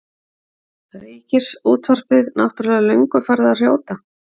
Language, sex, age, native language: Icelandic, female, 50-59, Icelandic